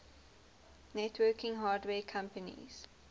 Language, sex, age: English, female, 19